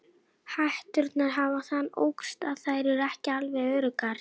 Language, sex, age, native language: Icelandic, female, 11, Icelandic